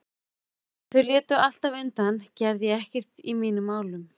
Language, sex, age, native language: Icelandic, female, 40-49, Icelandic